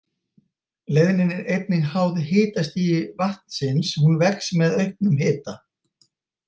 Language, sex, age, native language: Icelandic, male, 50-59, Icelandic